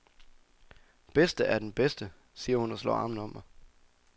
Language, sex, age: Danish, male, 24